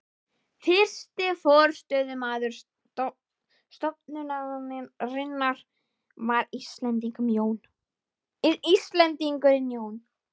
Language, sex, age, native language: Icelandic, female, 11, Icelandic